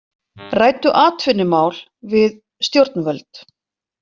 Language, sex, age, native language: Icelandic, female, 40-49, Icelandic